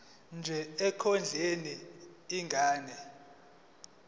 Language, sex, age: Zulu, male, 20